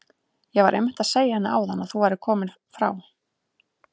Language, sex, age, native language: Icelandic, female, 30-39, Icelandic